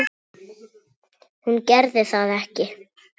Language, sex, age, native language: Icelandic, female, 7, Icelandic